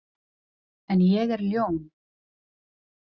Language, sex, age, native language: Icelandic, female, 40-49, Icelandic